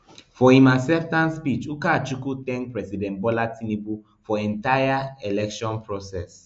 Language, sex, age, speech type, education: Nigerian Pidgin, male, 15-29, spontaneous, tertiary